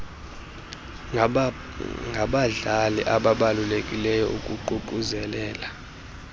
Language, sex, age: Xhosa, male, 20